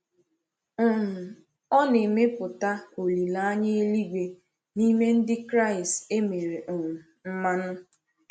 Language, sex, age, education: Igbo, female, 15-29, tertiary